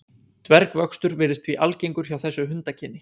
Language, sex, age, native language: Icelandic, male, 20-29, Icelandic